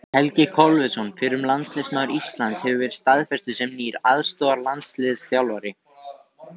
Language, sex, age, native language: Icelandic, male, 18-19, Icelandic